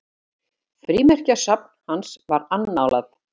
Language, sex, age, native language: Icelandic, female, 50-59, Icelandic